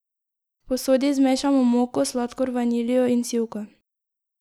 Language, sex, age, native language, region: Slovenian, female, 18-29, Slovenian, Drava region